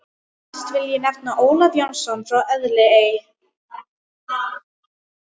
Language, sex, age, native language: Icelandic, female, 12, Icelandic